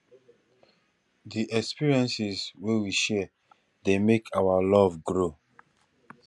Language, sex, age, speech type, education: Nigerian Pidgin, male, 15-29, spontaneous, tertiary